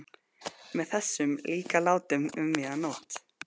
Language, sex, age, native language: Icelandic, male, 12, Icelandic